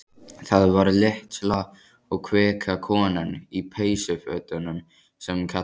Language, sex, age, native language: Icelandic, male, 14, Icelandic